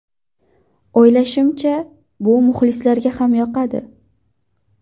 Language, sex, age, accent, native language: Uzbek, female, 19-29, Qashqadaryo, Uzbek